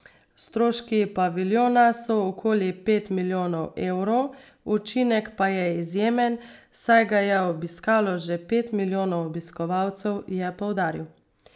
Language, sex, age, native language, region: Slovenian, female, 30-49, Slovenian, Savinja region